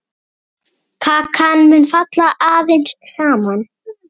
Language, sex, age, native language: Icelandic, male, 8, Icelandic